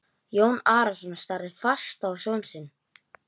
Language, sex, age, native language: Icelandic, male, 11, Icelandic